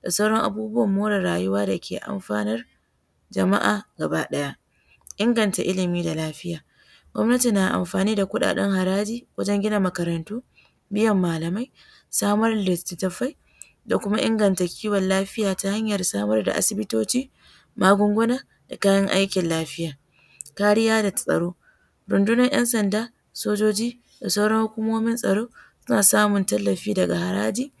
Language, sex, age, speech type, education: Hausa, female, 15-29, spontaneous, secondary